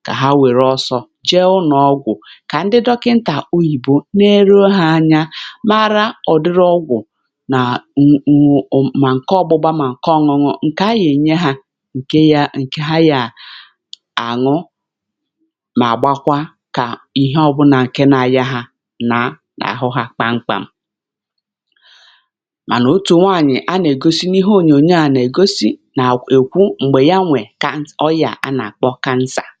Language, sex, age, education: Igbo, female, 46-60, tertiary